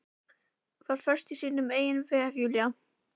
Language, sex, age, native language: Icelandic, female, 11, Icelandic